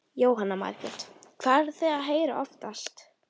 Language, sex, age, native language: Icelandic, female, 11, Icelandic